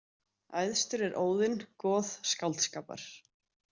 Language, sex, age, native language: Icelandic, female, 30-39, Icelandic